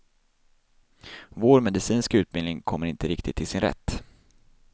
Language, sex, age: Swedish, male, 26